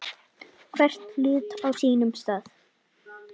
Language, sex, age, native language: Icelandic, male, 9, Icelandic